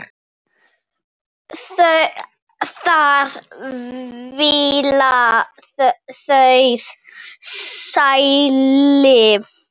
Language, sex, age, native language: Icelandic, female, 7, Icelandic